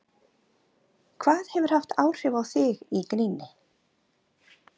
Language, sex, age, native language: Icelandic, female, 40-49, Icelandic